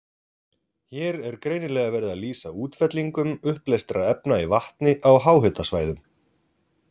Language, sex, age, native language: Icelandic, male, 40-49, Icelandic